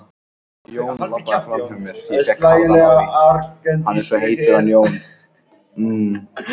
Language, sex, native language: Icelandic, other, Icelandic